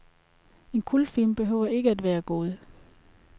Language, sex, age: Danish, female, 33